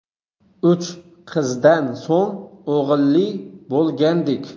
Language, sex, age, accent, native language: Uzbek, male, 18-24, Qoraqalpog'iston, Uzbek